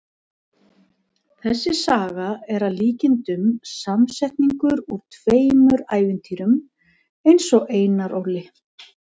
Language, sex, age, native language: Icelandic, female, 50-59, Icelandic